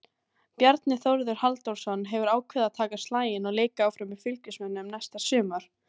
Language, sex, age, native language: Icelandic, female, 18-19, Icelandic